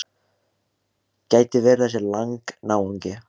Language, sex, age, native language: Icelandic, male, 16, Icelandic